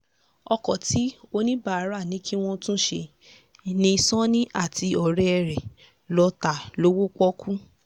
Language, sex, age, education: Yoruba, female, 15-29, tertiary